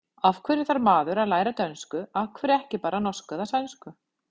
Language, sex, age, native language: Icelandic, female, 50-59, Icelandic